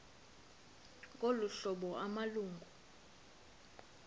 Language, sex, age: Xhosa, female, 23